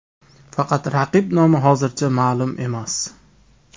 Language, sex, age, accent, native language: Uzbek, male, 35+, Toshkent shahri, Uzbek